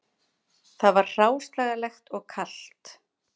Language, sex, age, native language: Icelandic, female, 50-59, Icelandic